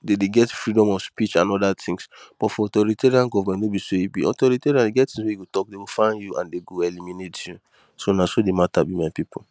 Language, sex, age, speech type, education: Nigerian Pidgin, male, 15-29, spontaneous, tertiary